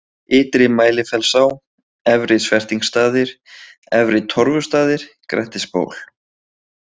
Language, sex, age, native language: Icelandic, male, 20-29, Icelandic